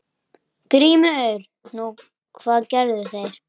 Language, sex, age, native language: Icelandic, male, 10, Icelandic